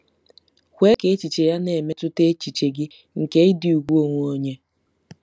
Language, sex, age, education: Igbo, female, 15-29, tertiary